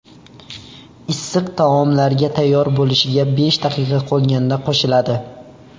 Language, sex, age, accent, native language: Uzbek, male, under 19, Xorazm, Uzbek